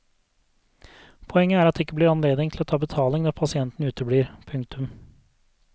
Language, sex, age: Norwegian, male, 32